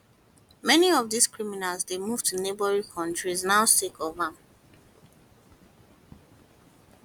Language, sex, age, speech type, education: Nigerian Pidgin, female, 15-29, spontaneous, tertiary